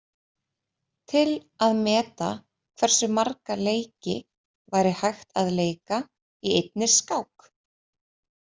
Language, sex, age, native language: Icelandic, female, 30-39, Icelandic